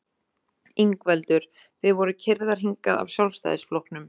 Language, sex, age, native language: Icelandic, female, 30-39, Icelandic